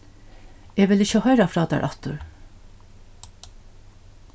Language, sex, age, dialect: Faroese, female, 61+, Norðurstreymoy/Eysturoy